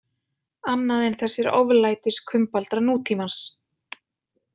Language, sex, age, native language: Icelandic, female, 20-29, Icelandic